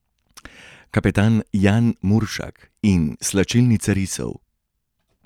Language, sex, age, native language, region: Slovenian, male, 30-49, Slovenian, Gorenjska region